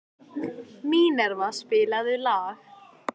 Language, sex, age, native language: Icelandic, female, 14, Icelandic